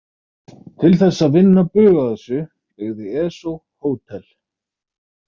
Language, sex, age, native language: Icelandic, male, 30-39, Icelandic